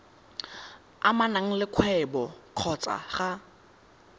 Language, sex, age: Tswana, male, 18